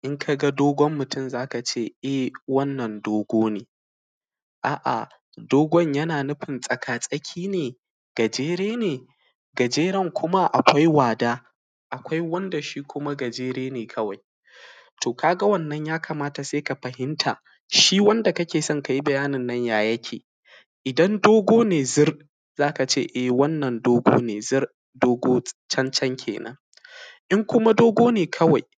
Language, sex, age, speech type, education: Hausa, male, 15-29, spontaneous, primary